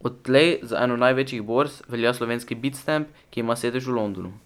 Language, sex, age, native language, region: Slovenian, male, 12-17, Slovenian, Pomurje region